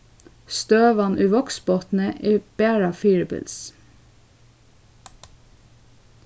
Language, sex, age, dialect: Faroese, female, 15-35, Suðurstreymoy